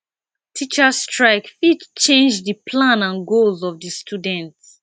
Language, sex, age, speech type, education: Nigerian Pidgin, female, 15-29, spontaneous, tertiary